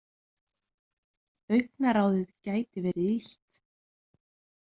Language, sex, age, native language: Icelandic, female, 20-29, Icelandic